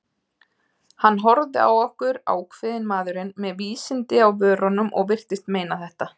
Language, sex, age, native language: Icelandic, female, 30-39, Icelandic